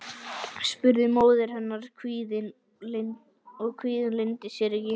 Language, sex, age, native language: Icelandic, male, 11, Icelandic